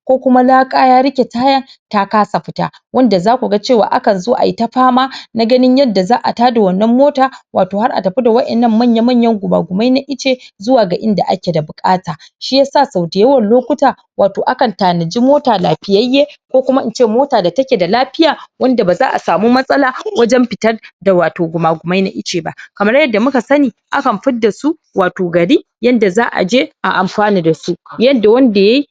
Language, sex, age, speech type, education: Hausa, male, 15-29, spontaneous, primary